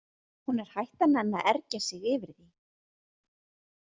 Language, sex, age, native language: Icelandic, female, 40-49, Icelandic